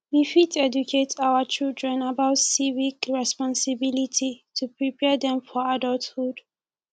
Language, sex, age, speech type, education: Nigerian Pidgin, female, 15-29, spontaneous, tertiary